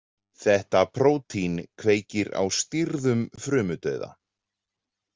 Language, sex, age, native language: Icelandic, male, 40-49, Icelandic